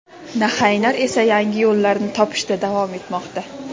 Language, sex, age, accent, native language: Uzbek, female, 19-29, Jizzax, Uzbek